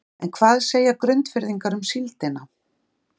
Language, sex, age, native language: Icelandic, female, 40-49, Icelandic